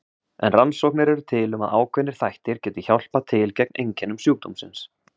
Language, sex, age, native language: Icelandic, male, 30-39, Icelandic